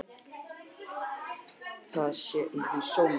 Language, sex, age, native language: Icelandic, male, 11, Icelandic